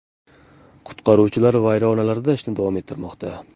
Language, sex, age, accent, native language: Uzbek, male, 18-24, Jizzax, Uzbek